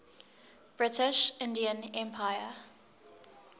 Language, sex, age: English, female, 19